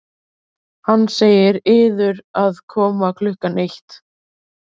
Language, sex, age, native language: Icelandic, female, 30-39, Icelandic